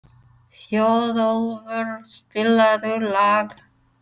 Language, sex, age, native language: Icelandic, female, 30-39, English